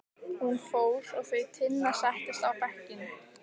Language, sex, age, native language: Icelandic, female, 15, Icelandic